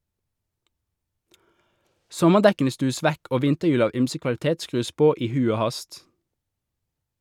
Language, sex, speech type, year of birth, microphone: Norwegian, male, read, 1988, Shure